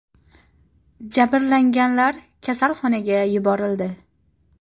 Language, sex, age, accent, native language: Uzbek, female, 18-24, Qashqadaryo, Uzbek